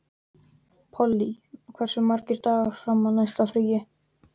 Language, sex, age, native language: Icelandic, male, 12, Icelandic